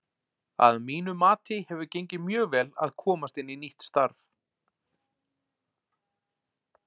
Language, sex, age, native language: Icelandic, male, 40-49, Icelandic